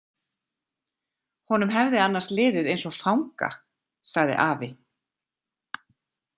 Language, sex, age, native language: Icelandic, female, 40-49, Icelandic